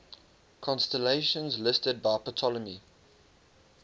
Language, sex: English, male